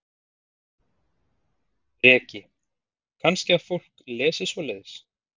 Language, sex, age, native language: Icelandic, male, 30-39, Icelandic